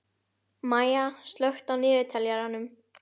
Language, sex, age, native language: Icelandic, male, 12, Icelandic